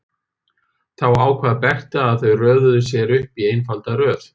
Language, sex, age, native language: Icelandic, male, 50-59, Icelandic